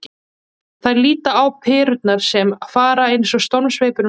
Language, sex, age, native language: Icelandic, female, 20-29, Icelandic